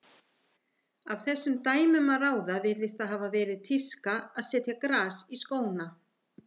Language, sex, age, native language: Icelandic, female, 50-59, Icelandic